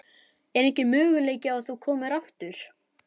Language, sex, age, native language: Icelandic, male, 11, Icelandic